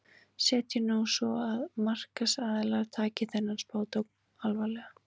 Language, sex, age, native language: Icelandic, female, 20-29, Icelandic